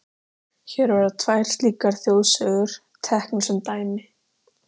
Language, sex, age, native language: Icelandic, female, 13, Icelandic